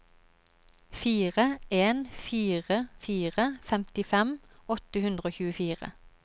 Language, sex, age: Norwegian, female, 31